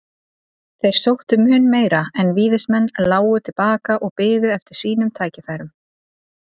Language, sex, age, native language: Icelandic, female, 30-39, Icelandic